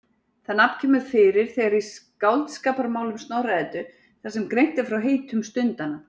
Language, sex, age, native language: Icelandic, female, 40-49, Icelandic